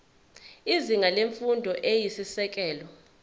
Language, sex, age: Zulu, female, 21